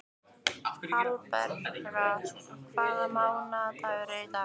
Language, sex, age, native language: Icelandic, female, 15, Icelandic